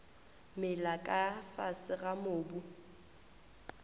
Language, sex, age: Northern Sotho, female, 21